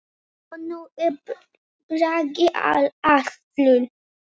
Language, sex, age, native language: Icelandic, male, 8, Icelandic